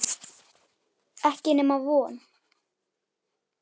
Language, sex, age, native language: Icelandic, male, 10, Icelandic